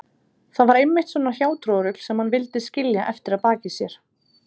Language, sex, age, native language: Icelandic, female, 30-39, Icelandic